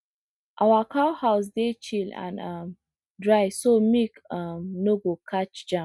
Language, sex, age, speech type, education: Nigerian Pidgin, female, 30-45, spontaneous, tertiary